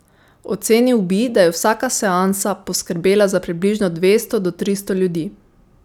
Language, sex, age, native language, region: Slovenian, female, 18-29, Slovenian, Savinja region